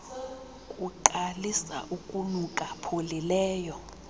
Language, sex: Xhosa, female